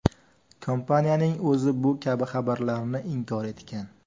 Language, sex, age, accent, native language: Uzbek, male, 18-24, Farg'ona, Uzbek